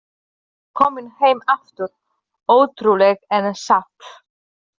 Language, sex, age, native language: Icelandic, female, 30-39, Polish